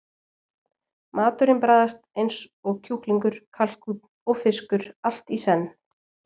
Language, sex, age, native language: Icelandic, female, 20-29, Icelandic